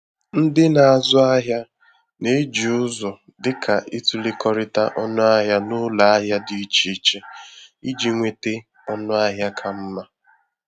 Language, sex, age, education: Igbo, female, 30-45, tertiary